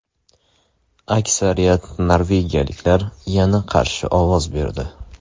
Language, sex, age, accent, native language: Uzbek, male, 18-24, Andijon, Uzbek